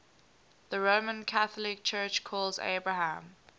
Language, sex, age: English, female, 19